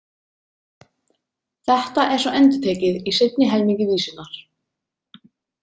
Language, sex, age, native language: Icelandic, female, 30-39, Icelandic